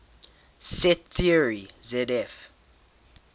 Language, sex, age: English, male, 18